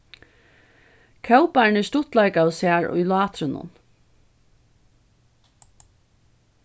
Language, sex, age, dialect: Faroese, female, 36-60, Norðurstreymoy/Eysturoy